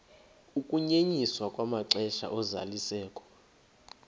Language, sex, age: Xhosa, male, 21